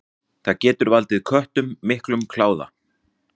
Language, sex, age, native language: Icelandic, male, 40-49, Icelandic